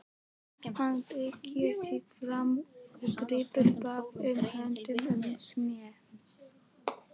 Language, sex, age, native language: Icelandic, male, 11, Icelandic